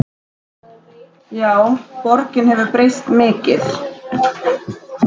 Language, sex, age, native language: Icelandic, female, 10, Icelandic